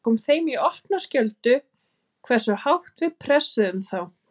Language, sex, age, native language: Icelandic, female, 30-39, Icelandic